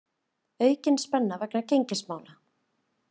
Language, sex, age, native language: Icelandic, female, 30-39, Icelandic